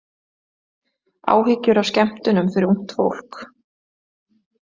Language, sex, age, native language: Icelandic, female, 20-29, Icelandic